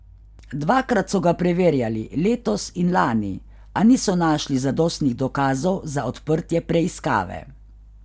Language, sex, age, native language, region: Slovenian, female, 50-59, Slovenian, Carinthia region